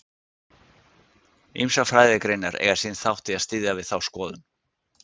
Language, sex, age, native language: Icelandic, male, 60-69, Icelandic